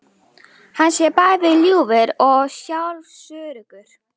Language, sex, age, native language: Icelandic, female, 18-19, Icelandic